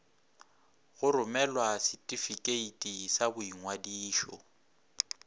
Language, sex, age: Northern Sotho, male, 26